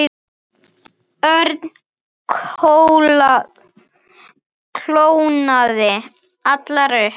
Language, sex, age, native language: Icelandic, male, 9, Icelandic